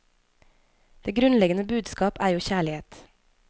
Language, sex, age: Norwegian, female, 25